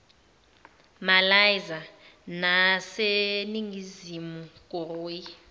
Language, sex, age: Zulu, female, 21